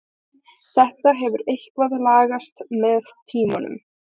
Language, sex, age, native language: Icelandic, other, 18-19, Icelandic